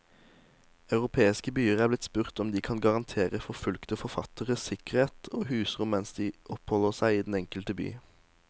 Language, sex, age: Norwegian, male, 18